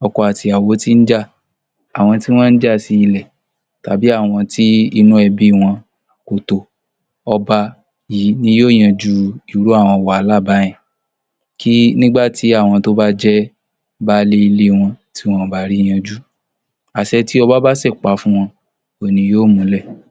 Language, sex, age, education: Yoruba, male, 46-60, tertiary